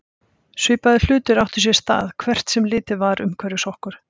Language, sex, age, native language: Icelandic, female, 50-59, Icelandic